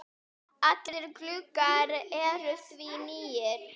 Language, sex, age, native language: Icelandic, female, 9, Icelandic